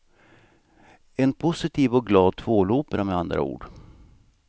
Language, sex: Swedish, male